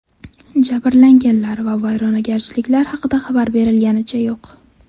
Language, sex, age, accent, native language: Uzbek, female, 12-17, Navoiy, Uzbek